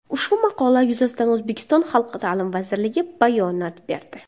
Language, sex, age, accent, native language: Uzbek, female, under 19, Qashqadaryo, Uzbek